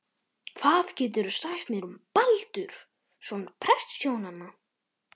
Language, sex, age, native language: Icelandic, male, 11, Icelandic